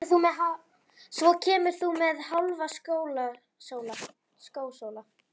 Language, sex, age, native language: Icelandic, female, 11, Icelandic